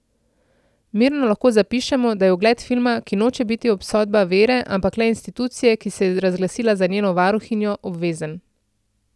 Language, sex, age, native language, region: Slovenian, female, 30-49, Slovenian, Central Slovenia